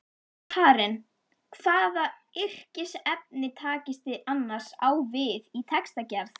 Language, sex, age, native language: Icelandic, female, 11, Icelandic